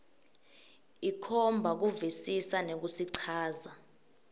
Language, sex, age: Swati, female, 18